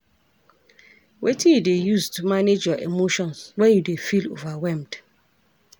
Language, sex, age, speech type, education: Nigerian Pidgin, female, 46-60, read, tertiary